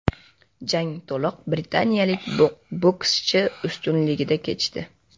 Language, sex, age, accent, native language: Uzbek, male, 12-17, Andijon, Uzbek